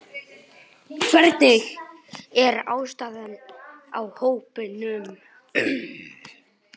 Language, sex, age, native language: Icelandic, male, 9, Icelandic